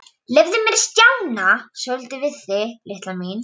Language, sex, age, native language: Icelandic, female, 12, Polish